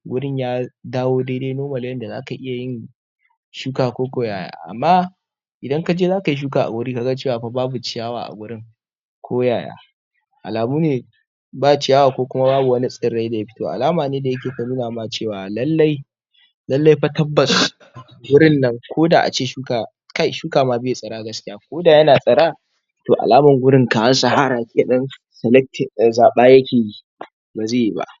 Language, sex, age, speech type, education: Hausa, male, 46-60, spontaneous, tertiary